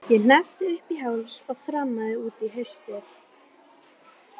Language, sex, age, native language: Icelandic, female, 12, Icelandic